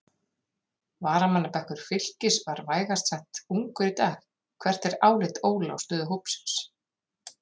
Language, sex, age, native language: Icelandic, female, 30-39, Icelandic